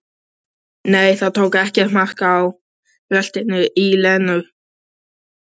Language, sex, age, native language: Icelandic, male, 12, Icelandic